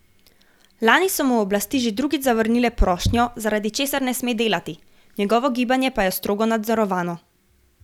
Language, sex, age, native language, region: Slovenian, female, 18-29, Slovenian, Gorenjska region